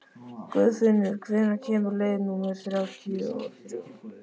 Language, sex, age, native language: Icelandic, male, 13, Icelandic